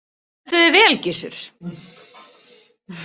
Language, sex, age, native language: Icelandic, female, 30-39, Icelandic